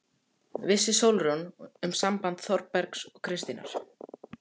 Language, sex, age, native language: Icelandic, male, 14, Icelandic